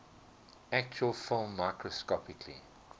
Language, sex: English, male